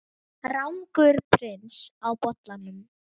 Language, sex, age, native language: Icelandic, female, 18-19, Icelandic